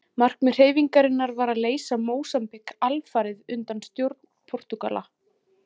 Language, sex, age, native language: Icelandic, female, 40-49, Icelandic